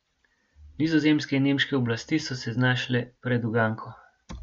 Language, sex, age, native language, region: Slovenian, male, 18-29, Slovenian, Gorenjska region